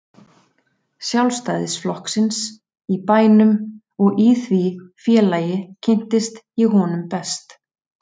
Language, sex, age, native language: Icelandic, female, 30-39, Icelandic